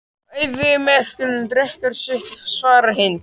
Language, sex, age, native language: Icelandic, male, 12, Icelandic